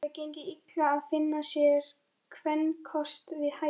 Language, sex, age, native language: Icelandic, female, 13, Icelandic